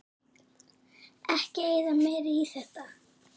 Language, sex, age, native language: Icelandic, female, 7, Icelandic